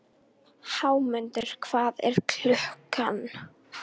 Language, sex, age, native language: Icelandic, female, 18-19, Icelandic